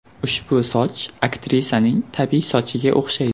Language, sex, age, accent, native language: Uzbek, male, 18-24, Surxondaryo, Uzbek